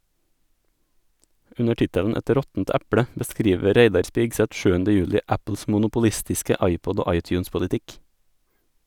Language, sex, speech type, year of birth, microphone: Norwegian, male, read, 1987, Sennheiser